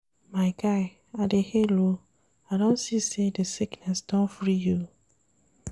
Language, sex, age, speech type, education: Nigerian Pidgin, female, 30-45, read, tertiary